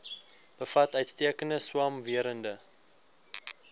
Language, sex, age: Afrikaans, male, 19